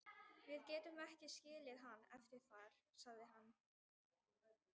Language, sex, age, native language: Icelandic, female, 18-19, Icelandic